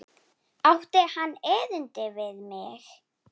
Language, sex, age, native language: Icelandic, female, 7, Icelandic